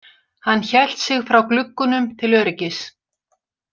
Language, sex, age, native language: Icelandic, female, 60-69, Icelandic